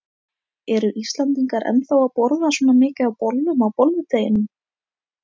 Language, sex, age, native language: Icelandic, female, 18-19, Icelandic